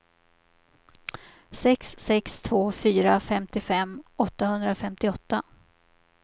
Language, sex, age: Swedish, female, 50